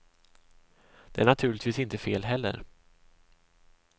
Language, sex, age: Swedish, male, 26